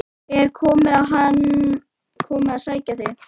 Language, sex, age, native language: Icelandic, female, 11, Icelandic